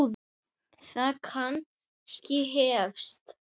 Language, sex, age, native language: Icelandic, male, 9, Icelandic